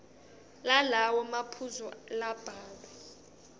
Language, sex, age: Swati, female, 18